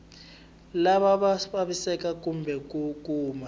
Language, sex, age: Tsonga, male, 20